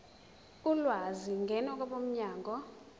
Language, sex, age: Zulu, female, 23